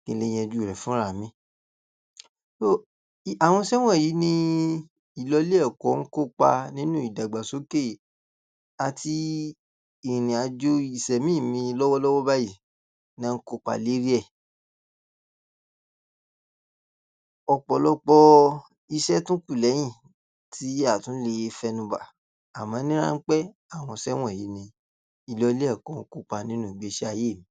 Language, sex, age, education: Yoruba, male, 46-60, tertiary